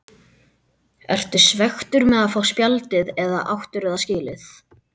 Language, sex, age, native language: Icelandic, male, 12, Icelandic